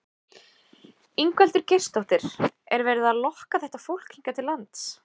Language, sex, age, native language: Icelandic, female, 20-29, Icelandic